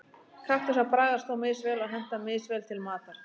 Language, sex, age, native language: Icelandic, female, 30-39, Icelandic